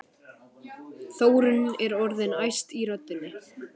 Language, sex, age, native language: Icelandic, male, 14, Icelandic